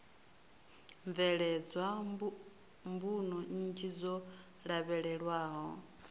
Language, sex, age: Venda, female, 33